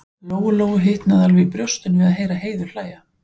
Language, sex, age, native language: Icelandic, male, 15, Icelandic